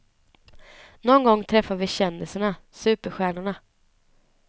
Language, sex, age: Swedish, female, 19